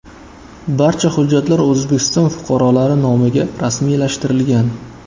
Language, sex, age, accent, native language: Uzbek, male, 25-34, Qashqadaryo, Uzbek